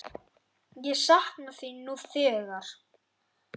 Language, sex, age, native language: Icelandic, male, 8, Icelandic